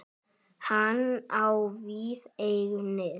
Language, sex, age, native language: Icelandic, male, 10, Icelandic